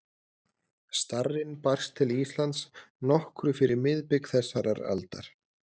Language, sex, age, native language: Icelandic, male, 30-39, Icelandic